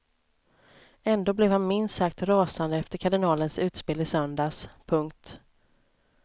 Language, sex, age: Swedish, female, 29